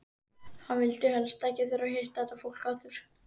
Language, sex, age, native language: Icelandic, male, 13, Icelandic